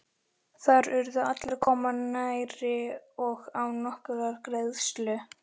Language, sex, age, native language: Icelandic, male, 13, Icelandic